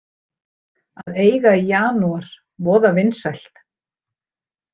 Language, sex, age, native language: Icelandic, female, 60-69, Icelandic